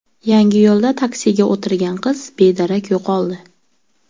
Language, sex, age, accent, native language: Uzbek, female, 18-24, Sirdaryo, Uzbek